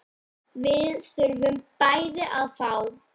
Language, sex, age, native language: Icelandic, female, 9, Icelandic